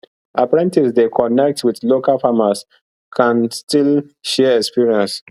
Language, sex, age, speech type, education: Nigerian Pidgin, male, 15-29, spontaneous, tertiary